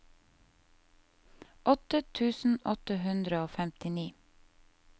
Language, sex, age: Norwegian, female, 30